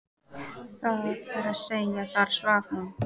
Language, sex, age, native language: Icelandic, female, 14, Icelandic